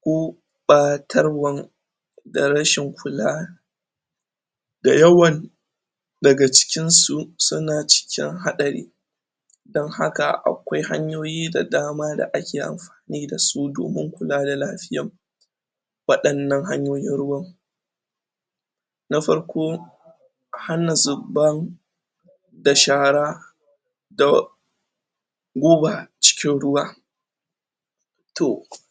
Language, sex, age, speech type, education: Hausa, male, 30-45, spontaneous, tertiary